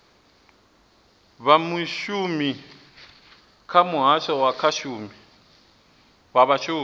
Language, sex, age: Venda, male, 23